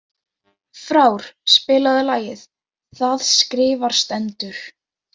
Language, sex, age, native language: Icelandic, female, 18-19, Icelandic